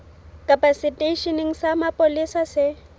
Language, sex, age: Southern Sotho, female, 18